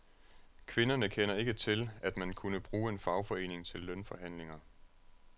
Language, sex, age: Danish, male, 36